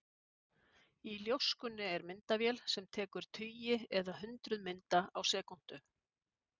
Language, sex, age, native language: Icelandic, female, 50-59, Icelandic